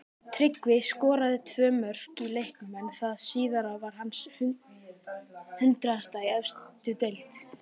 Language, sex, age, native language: Icelandic, male, 18-19, Icelandic